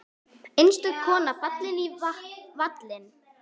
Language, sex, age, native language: Icelandic, male, 6, Icelandic